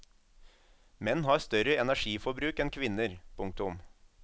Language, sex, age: Norwegian, male, 27